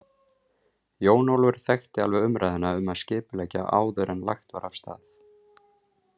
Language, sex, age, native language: Icelandic, male, 30-39, Icelandic